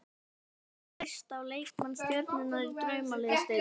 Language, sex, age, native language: Icelandic, female, 11, Icelandic